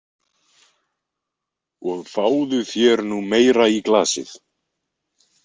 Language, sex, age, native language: Icelandic, male, 20-29, Icelandic